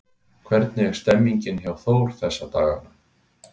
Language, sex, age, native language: Icelandic, male, 60-69, Icelandic